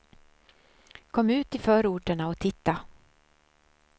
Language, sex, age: Swedish, female, 63